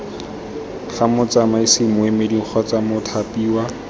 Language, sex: Tswana, male